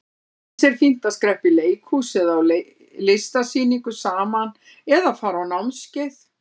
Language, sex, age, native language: Icelandic, female, 60-69, Icelandic